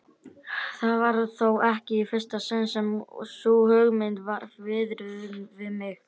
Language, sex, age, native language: Icelandic, female, 30-39, Icelandic